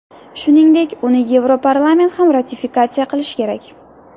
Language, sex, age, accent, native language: Uzbek, female, under 19, Navoiy, Uzbek